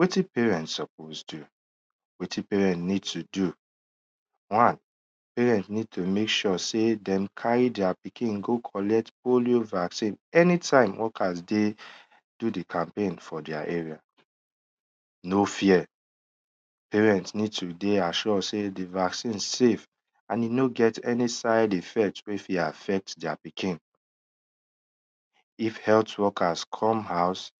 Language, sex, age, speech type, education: Nigerian Pidgin, male, 15-29, spontaneous, tertiary